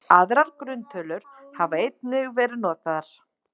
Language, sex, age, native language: Icelandic, female, 30-39, Icelandic